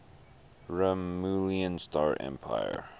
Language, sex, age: English, male, 21